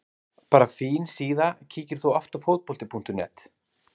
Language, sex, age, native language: Icelandic, male, 30-39, Icelandic